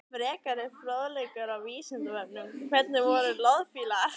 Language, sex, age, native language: Icelandic, female, 20-29, Icelandic